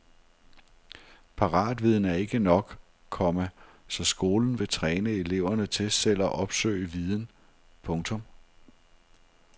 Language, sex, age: Danish, male, 42